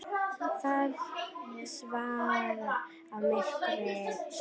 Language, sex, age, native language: Icelandic, female, 9, Icelandic